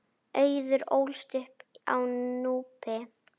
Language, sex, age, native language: Icelandic, female, 10, Icelandic